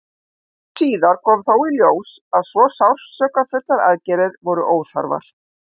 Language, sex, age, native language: Icelandic, female, 50-59, Icelandic